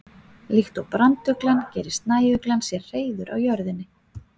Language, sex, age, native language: Icelandic, female, 40-49, Icelandic